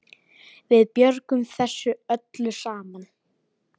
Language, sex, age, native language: Icelandic, male, 10, Icelandic